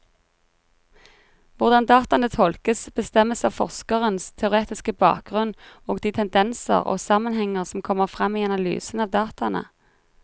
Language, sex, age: Norwegian, female, 33